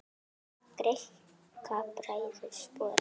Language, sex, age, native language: Icelandic, female, 9, Icelandic